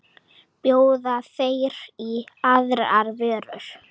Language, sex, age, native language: Icelandic, female, 9, Icelandic